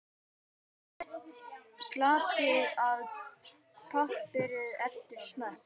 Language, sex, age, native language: Icelandic, male, 10, Icelandic